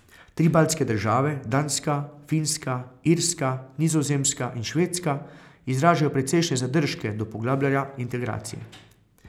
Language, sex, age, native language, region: Slovenian, male, 30-49, Slovenian, Carinthia region